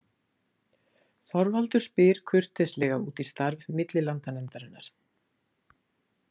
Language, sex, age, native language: Icelandic, female, 60-69, Icelandic